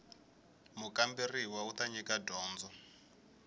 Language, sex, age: Tsonga, male, 21